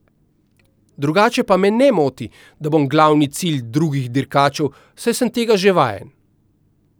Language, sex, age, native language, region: Slovenian, male, 50-59, Slovenian, Central Slovenia